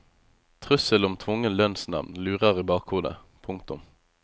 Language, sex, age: Norwegian, male, 25